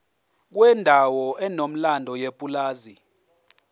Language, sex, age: Zulu, male, 24